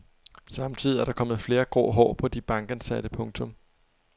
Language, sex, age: Danish, male, 23